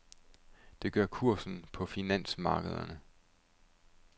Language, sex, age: Danish, male, 31